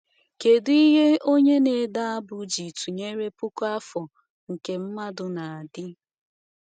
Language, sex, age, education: Igbo, female, 15-29, tertiary